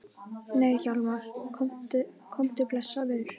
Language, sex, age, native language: Icelandic, female, 18-19, Icelandic